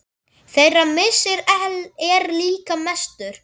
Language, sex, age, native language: Icelandic, male, 10, Icelandic